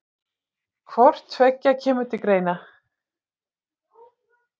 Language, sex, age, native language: Icelandic, male, 8, Icelandic